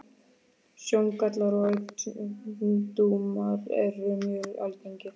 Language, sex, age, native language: Icelandic, female, 12, Icelandic